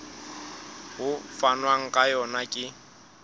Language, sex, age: Southern Sotho, male, 35